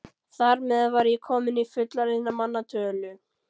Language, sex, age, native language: Icelandic, female, 13, Icelandic